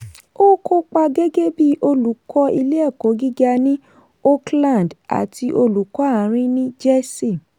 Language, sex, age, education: Yoruba, female, 30-45, tertiary